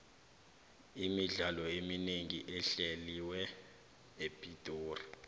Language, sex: South Ndebele, male